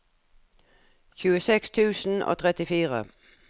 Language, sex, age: Norwegian, female, 57